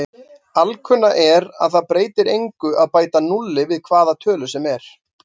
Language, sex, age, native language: Icelandic, male, 40-49, Icelandic